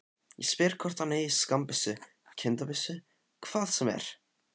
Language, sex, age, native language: Icelandic, male, 15, Icelandic